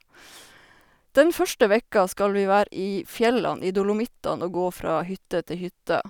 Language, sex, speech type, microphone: Norwegian, female, spontaneous, Sennheiser